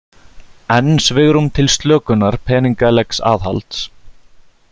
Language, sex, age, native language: Icelandic, male, 30-39, Icelandic